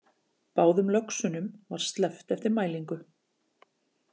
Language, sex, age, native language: Icelandic, female, 40-49, Icelandic